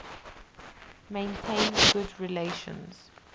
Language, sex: English, female